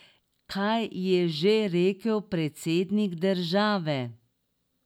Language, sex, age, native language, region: Slovenian, female, 60+, Slovenian, Drava region